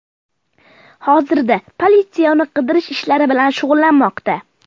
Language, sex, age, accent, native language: Uzbek, male, under 19, Farg'ona, Uzbek